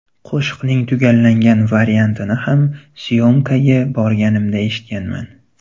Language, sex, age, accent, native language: Uzbek, male, 18-24, Farg'ona, Uzbek